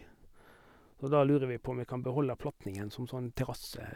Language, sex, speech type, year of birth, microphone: Norwegian, male, spontaneous, 1958, Sennheiser